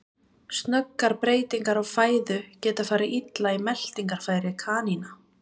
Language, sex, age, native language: Icelandic, female, 20-29, Icelandic